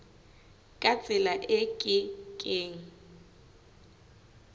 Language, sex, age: Southern Sotho, female, 18